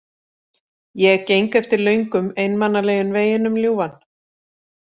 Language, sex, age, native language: Icelandic, female, 40-49, Icelandic